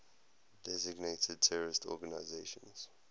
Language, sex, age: English, male, 19